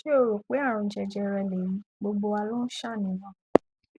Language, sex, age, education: Yoruba, female, 15-29, tertiary